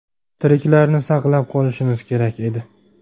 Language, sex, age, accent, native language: Uzbek, male, 19-29, Namangan, Uzbek